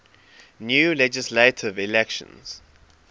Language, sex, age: English, male, 23